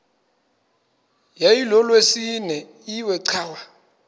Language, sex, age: Xhosa, male, 22